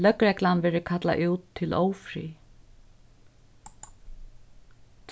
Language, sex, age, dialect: Faroese, female, 36-60, Suðurstreymoy